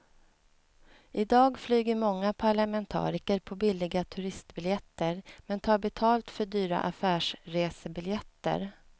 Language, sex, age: Swedish, female, 37